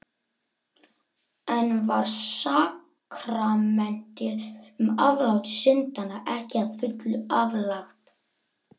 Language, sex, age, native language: Icelandic, male, 11, Icelandic